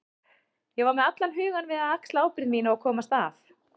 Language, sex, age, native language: Icelandic, female, 30-39, Icelandic